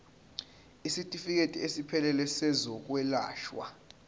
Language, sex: Zulu, male